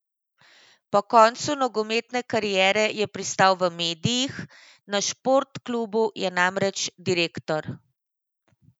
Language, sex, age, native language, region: Slovenian, female, 50-59, Slovenian, Central Slovenia